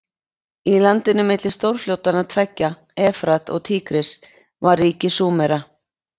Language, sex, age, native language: Icelandic, female, 20-29, Icelandic